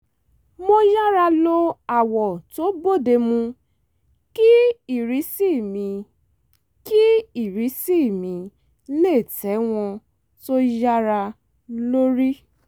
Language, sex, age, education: Yoruba, female, 30-45, tertiary